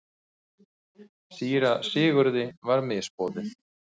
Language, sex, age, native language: Icelandic, male, 40-49, Icelandic